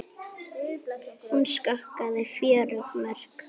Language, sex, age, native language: Icelandic, female, 9, Icelandic